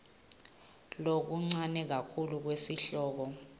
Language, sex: Swati, female